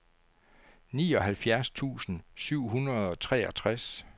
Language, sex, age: Danish, male, 49